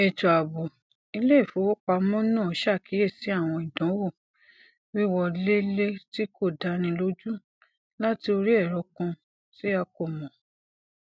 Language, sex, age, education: Yoruba, female, 46-60, tertiary